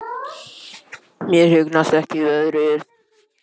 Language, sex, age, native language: Icelandic, male, 8, Icelandic